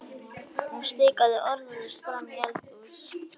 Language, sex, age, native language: Icelandic, female, 11, Icelandic